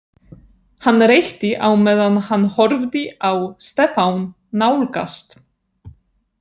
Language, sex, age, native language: Icelandic, female, 30-39, Polish